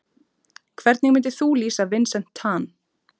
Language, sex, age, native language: Icelandic, female, 30-39, Icelandic